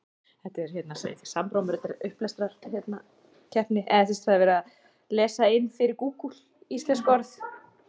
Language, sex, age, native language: Icelandic, female, 30-39, Icelandic